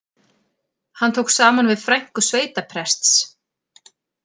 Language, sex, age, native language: Icelandic, female, 40-49, Icelandic